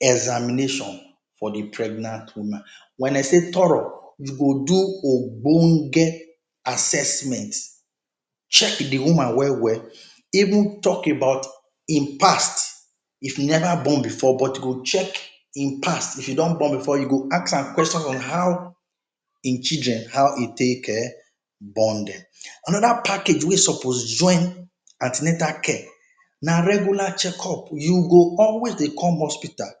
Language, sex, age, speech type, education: Nigerian Pidgin, male, 30-45, spontaneous, tertiary